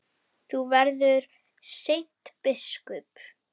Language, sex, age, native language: Icelandic, female, 10, Icelandic